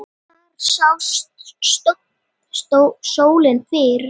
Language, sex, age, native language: Icelandic, female, 8, Icelandic